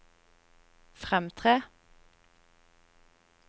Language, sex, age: Norwegian, female, 30